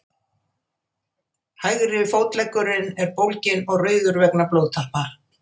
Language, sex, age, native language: Icelandic, female, 80-89, Icelandic